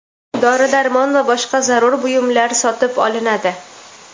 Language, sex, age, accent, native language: Uzbek, female, 18-24, Toshkent viloyati, Uzbek